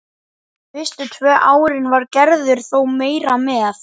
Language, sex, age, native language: Icelandic, male, 11, Icelandic